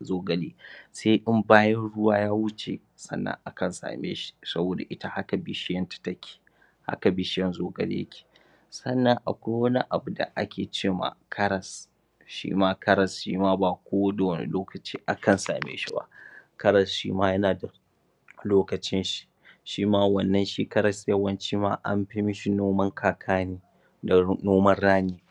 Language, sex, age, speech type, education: Hausa, male, 30-45, spontaneous, tertiary